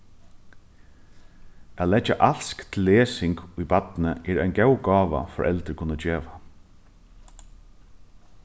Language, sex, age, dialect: Faroese, male, 15-35, Norðuroyggjar